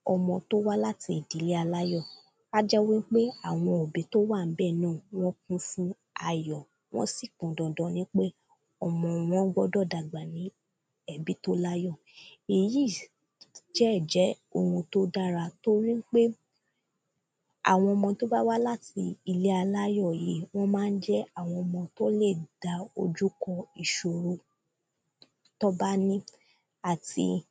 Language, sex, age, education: Yoruba, female, 15-29, primary